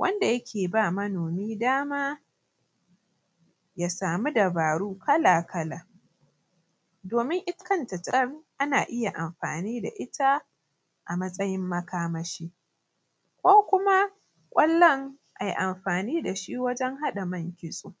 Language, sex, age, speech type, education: Hausa, female, 15-29, spontaneous, primary